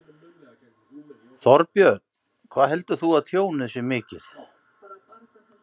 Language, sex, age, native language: Icelandic, male, 50-59, Icelandic